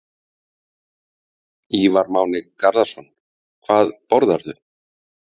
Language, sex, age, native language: Icelandic, male, 50-59, Icelandic